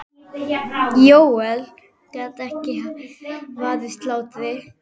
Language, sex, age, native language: Icelandic, female, 10, Icelandic